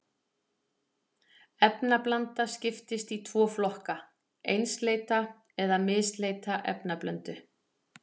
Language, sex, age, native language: Icelandic, female, 40-49, Icelandic